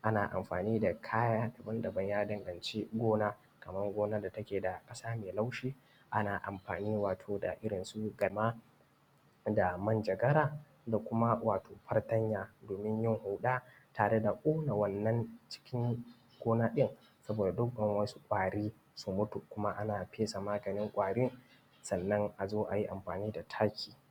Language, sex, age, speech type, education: Hausa, male, 15-29, spontaneous, tertiary